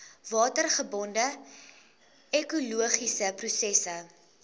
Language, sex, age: Afrikaans, female, 22